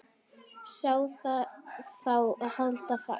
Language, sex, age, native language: Icelandic, female, 12, Icelandic